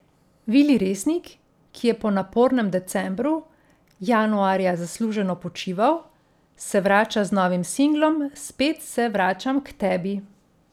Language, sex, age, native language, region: Slovenian, female, 50-59, Slovenian, Central Slovenia